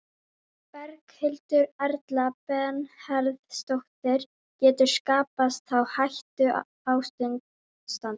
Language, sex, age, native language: Icelandic, female, 12, Icelandic